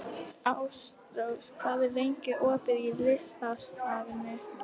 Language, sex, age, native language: Icelandic, female, 11, Icelandic